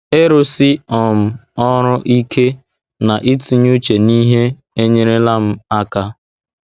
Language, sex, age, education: Igbo, male, 15-29, tertiary